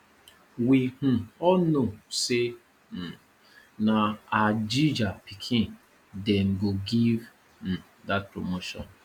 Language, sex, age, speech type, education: Nigerian Pidgin, male, 30-45, spontaneous, tertiary